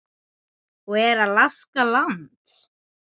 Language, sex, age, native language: Icelandic, female, 10, Icelandic